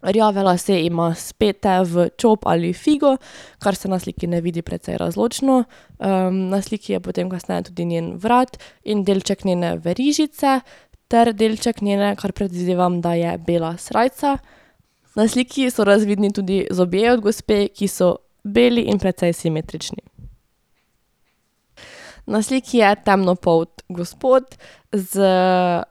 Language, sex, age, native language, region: Slovenian, female, 18-29, Slovenian, Drava region